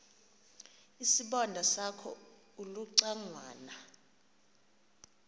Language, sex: Xhosa, female